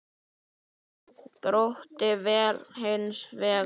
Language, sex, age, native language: Icelandic, male, 9, Icelandic